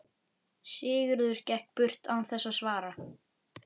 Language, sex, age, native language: Icelandic, male, 11, Icelandic